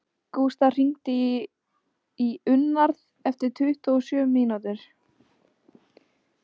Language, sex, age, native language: Icelandic, female, 18-19, Icelandic